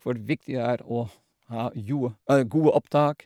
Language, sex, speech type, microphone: Norwegian, male, spontaneous, Shure